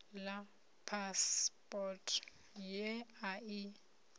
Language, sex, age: Venda, female, 30